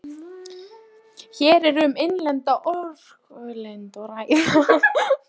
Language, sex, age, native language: Icelandic, female, 13, Polish